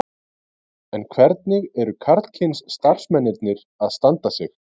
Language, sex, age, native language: Icelandic, male, 30-39, Icelandic